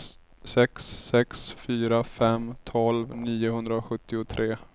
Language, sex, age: Swedish, male, 30